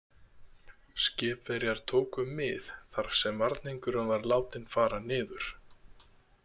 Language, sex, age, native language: Icelandic, male, 30-39, Icelandic